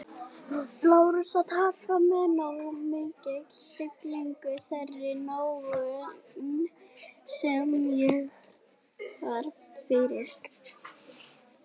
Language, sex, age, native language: Icelandic, female, 18-19, Icelandic